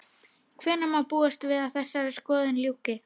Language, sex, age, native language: Icelandic, female, 30-39, Icelandic